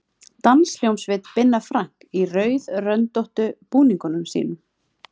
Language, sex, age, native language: Icelandic, female, 30-39, Icelandic